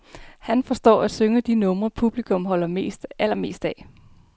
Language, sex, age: Danish, female, 33